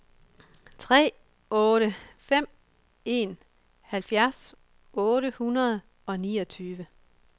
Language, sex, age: Danish, female, 24